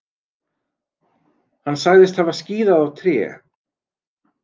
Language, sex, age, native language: Icelandic, male, 40-49, Icelandic